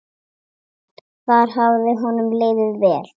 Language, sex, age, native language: Icelandic, female, 7, Icelandic